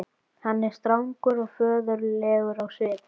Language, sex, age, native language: Icelandic, female, 12, Icelandic